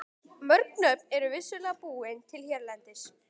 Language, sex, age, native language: Icelandic, female, 18-19, Icelandic